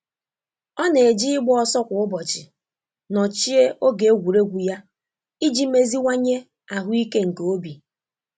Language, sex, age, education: Igbo, female, 15-29, tertiary